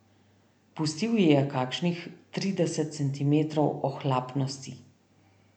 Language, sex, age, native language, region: Slovenian, female, 30-49, Slovenian, Central Slovenia